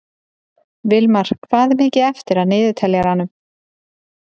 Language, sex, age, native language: Icelandic, female, 30-39, Icelandic